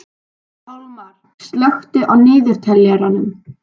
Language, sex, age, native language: Icelandic, male, 12, Icelandic